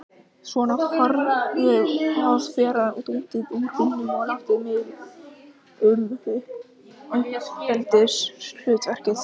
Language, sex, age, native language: Icelandic, male, 18-19, Icelandic